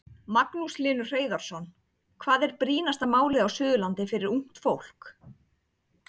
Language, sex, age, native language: Icelandic, female, 30-39, Icelandic